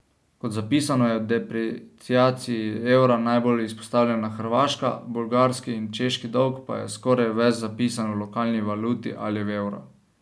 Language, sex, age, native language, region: Slovenian, male, 18-29, Slovenian, Savinja region